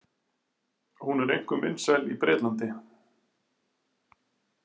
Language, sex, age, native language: Icelandic, male, 40-49, Icelandic